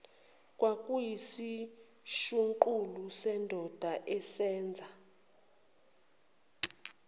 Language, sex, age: Zulu, female, 29